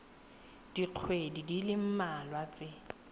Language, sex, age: Tswana, female, 18